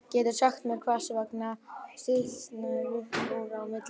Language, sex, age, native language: Icelandic, male, 11, Icelandic